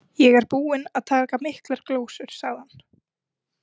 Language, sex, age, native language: Icelandic, female, 20-29, Icelandic